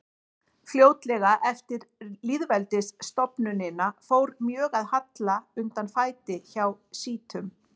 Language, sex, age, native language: Icelandic, female, 40-49, Icelandic